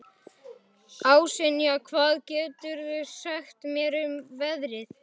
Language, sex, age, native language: Icelandic, male, 11, Icelandic